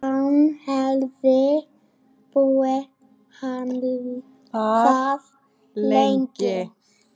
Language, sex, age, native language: Icelandic, female, 7, Icelandic